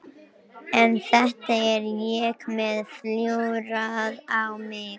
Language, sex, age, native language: Icelandic, other, 18-19, Icelandic